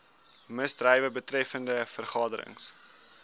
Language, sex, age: Afrikaans, male, 19